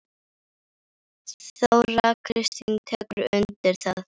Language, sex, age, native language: Icelandic, female, 10, Icelandic